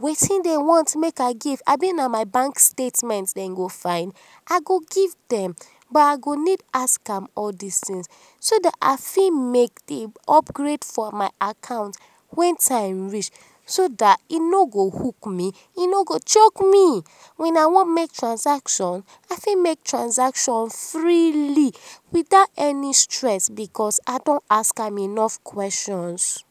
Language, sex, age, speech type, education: Nigerian Pidgin, female, 30-45, spontaneous, tertiary